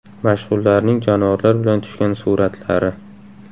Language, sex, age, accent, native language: Uzbek, male, 18-24, Samarqand, Uzbek